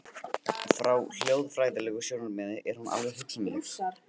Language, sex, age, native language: Icelandic, male, 18-19, Icelandic